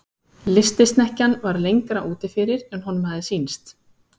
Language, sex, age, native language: Icelandic, female, 30-39, Icelandic